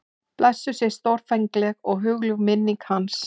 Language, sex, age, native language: Icelandic, male, 11, Icelandic